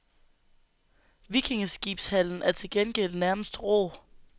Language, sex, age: Danish, female, 19